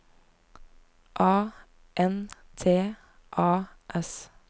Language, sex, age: Norwegian, female, 19